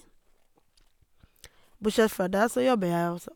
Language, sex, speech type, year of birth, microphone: Norwegian, female, spontaneous, 1988, Sennheiser